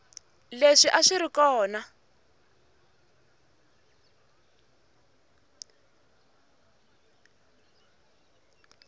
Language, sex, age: Tsonga, female, 21